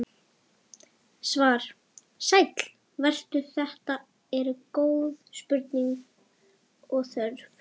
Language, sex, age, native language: Icelandic, female, 11, Icelandic